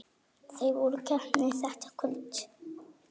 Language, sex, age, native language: Icelandic, male, 9, Icelandic